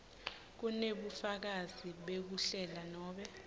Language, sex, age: Swati, female, 20